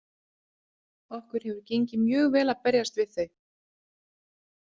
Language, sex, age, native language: Icelandic, female, 30-39, Icelandic